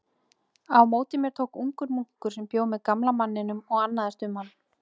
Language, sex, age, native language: Icelandic, female, 30-39, Icelandic